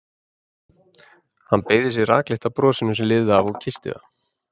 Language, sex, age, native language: Icelandic, male, 30-39, Icelandic